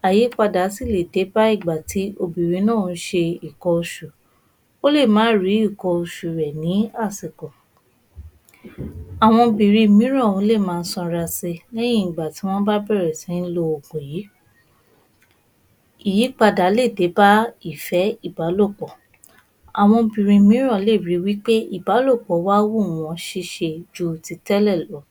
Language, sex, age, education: Yoruba, female, 15-29, tertiary